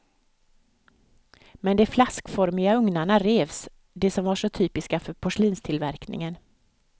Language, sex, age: Swedish, female, 55